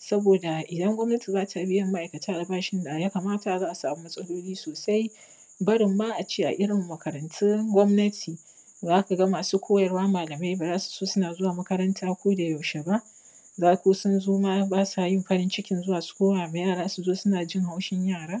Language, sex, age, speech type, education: Hausa, female, 30-45, spontaneous, primary